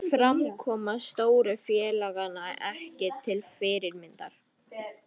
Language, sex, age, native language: Icelandic, female, 50-59, Icelandic